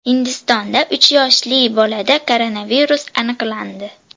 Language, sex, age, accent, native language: Uzbek, female, 12-17, Andijon, Uzbek